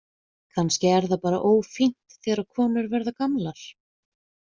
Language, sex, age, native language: Icelandic, female, 20-29, Icelandic